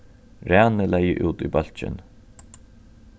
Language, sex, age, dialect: Faroese, male, 36-60, Norðurstreymoy/Eysturoy